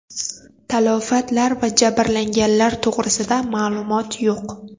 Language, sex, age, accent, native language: Uzbek, female, 18-24, Jizzax, Uzbek